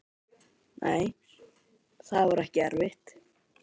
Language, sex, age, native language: Icelandic, male, 18-19, Icelandic